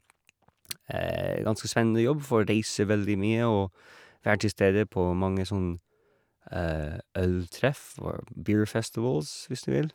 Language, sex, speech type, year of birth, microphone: Norwegian, male, spontaneous, 1981, Shure